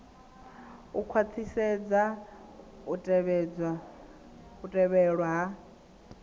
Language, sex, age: Venda, female, 19